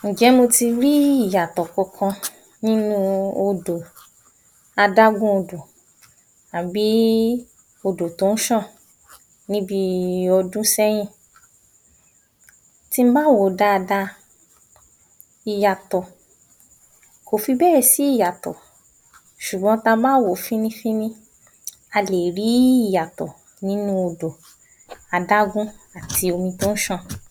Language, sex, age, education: Yoruba, female, 46-60, tertiary